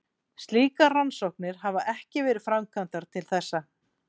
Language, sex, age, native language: Icelandic, female, 40-49, Icelandic